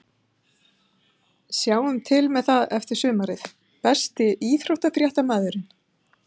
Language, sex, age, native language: Icelandic, female, 50-59, Icelandic